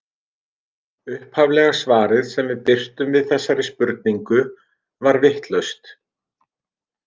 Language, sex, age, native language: Icelandic, male, 50-59, Icelandic